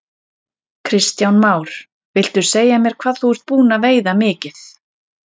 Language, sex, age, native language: Icelandic, female, 30-39, Icelandic